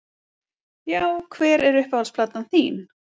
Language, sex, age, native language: Icelandic, female, 30-39, Icelandic